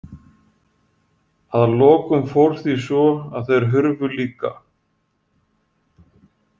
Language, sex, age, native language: Icelandic, male, 40-49, Icelandic